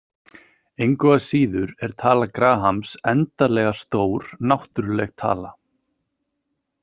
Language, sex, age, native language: Icelandic, male, 30-39, Icelandic